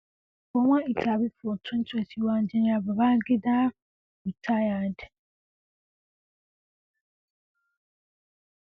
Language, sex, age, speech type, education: Nigerian Pidgin, female, 15-29, spontaneous, secondary